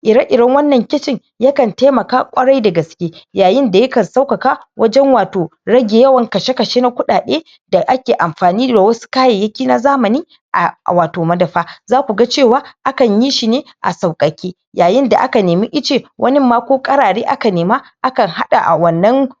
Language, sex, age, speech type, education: Hausa, female, 46-60, spontaneous, tertiary